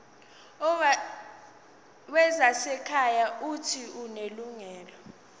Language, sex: Zulu, female